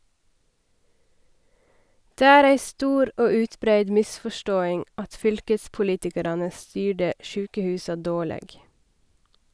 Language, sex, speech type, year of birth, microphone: Norwegian, female, read, 1990, Sennheiser